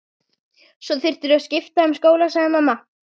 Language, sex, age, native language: Icelandic, female, 11, Icelandic